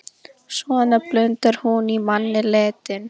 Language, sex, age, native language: Icelandic, female, 11, Icelandic